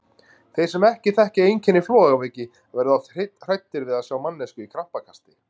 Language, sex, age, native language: Icelandic, male, 30-39, Icelandic